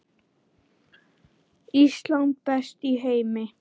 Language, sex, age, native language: Icelandic, male, 10, Icelandic